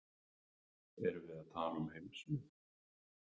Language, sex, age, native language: Icelandic, male, 30-39, Icelandic